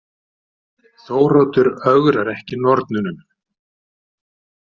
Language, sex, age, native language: Icelandic, male, 60-69, Icelandic